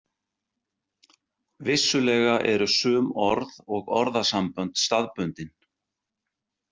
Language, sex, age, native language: Icelandic, male, 60-69, Icelandic